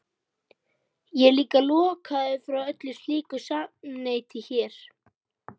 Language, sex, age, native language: Icelandic, female, 12, Icelandic